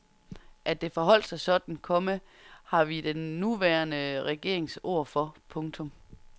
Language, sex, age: Danish, female, 30